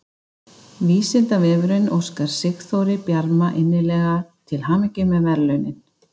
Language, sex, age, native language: Icelandic, female, 50-59, Icelandic